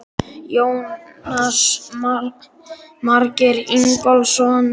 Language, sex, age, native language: Icelandic, male, 12, Icelandic